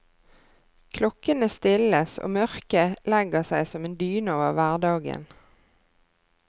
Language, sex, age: Norwegian, female, 33